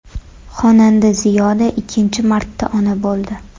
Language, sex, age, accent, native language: Uzbek, female, 18-24, Toshkent shahri, Uzbek